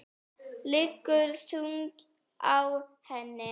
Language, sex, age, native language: Icelandic, female, 8, Icelandic